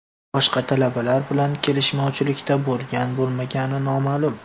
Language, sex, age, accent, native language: Uzbek, male, 18-24, Farg'ona, Uzbek